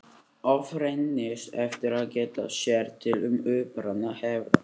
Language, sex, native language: Icelandic, male, Icelandic